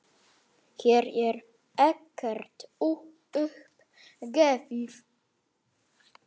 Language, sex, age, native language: Icelandic, male, 9, Icelandic